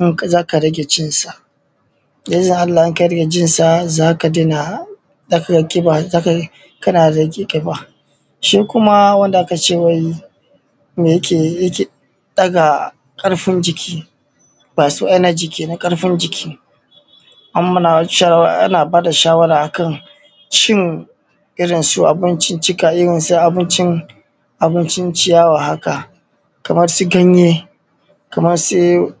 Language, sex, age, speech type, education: Hausa, male, 30-45, spontaneous, tertiary